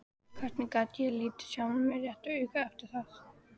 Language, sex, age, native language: Icelandic, female, 14, Icelandic